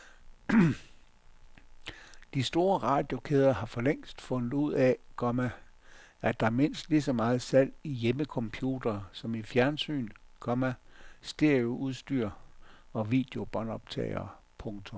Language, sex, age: Danish, male, 57